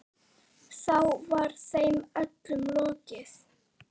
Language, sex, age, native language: Icelandic, female, 9, Icelandic